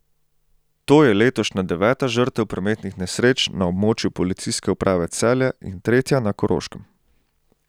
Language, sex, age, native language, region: Slovenian, male, 18-29, Slovenian, Central Slovenia